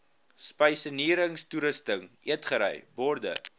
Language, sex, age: Afrikaans, male, 19